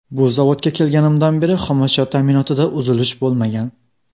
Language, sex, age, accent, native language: Uzbek, male, under 19, Xorazm, Uzbek